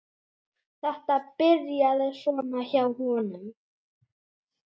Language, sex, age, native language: Icelandic, female, 10, Icelandic